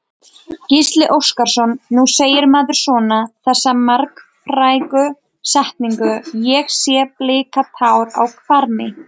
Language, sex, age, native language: Icelandic, female, 20-29, Icelandic